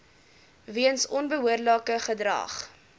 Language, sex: Afrikaans, female